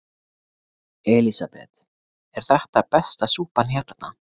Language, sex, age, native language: Icelandic, male, 20-29, Icelandic